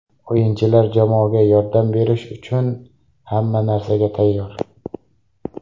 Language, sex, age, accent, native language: Uzbek, male, 18-24, Samarqand, Uzbek